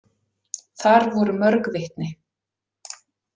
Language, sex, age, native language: Icelandic, female, 40-49, Icelandic